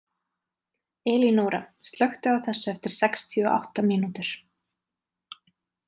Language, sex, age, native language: Icelandic, female, 30-39, Icelandic